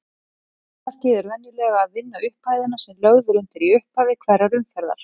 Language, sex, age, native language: Icelandic, female, 40-49, Icelandic